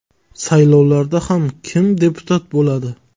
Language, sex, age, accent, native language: Uzbek, male, 19-29, Jizzax, Uzbek